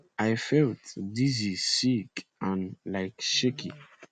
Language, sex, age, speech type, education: Nigerian Pidgin, male, 15-29, spontaneous, secondary